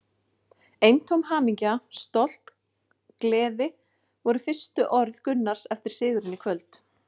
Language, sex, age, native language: Icelandic, female, 40-49, Icelandic